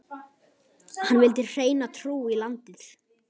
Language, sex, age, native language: Icelandic, male, 11, Icelandic